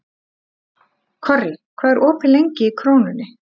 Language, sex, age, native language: Icelandic, female, 30-39, Icelandic